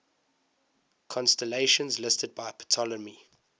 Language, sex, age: English, male, 19